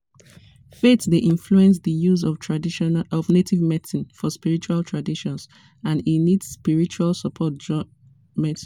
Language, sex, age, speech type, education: Nigerian Pidgin, female, 30-45, spontaneous, tertiary